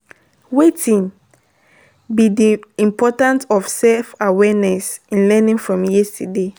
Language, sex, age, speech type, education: Nigerian Pidgin, female, 15-29, spontaneous, tertiary